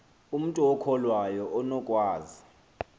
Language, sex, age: Xhosa, male, 23